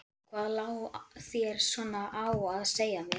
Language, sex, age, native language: Icelandic, male, 11, Icelandic